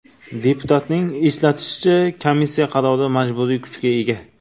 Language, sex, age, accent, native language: Uzbek, male, 25-34, Navoiy, Uzbek